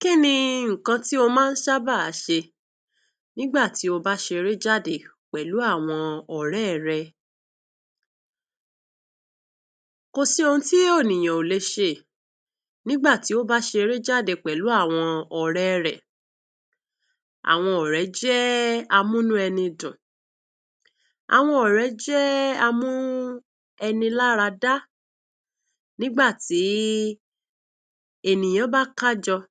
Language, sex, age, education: Yoruba, female, 46-60, tertiary